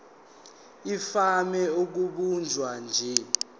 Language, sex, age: Zulu, male, 19